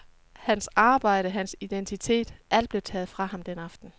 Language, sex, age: Danish, female, 36